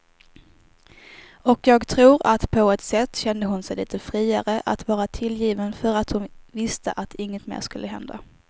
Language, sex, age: Swedish, female, 18